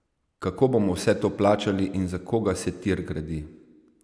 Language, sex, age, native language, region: Slovenian, male, 30-49, Slovenian, Savinja region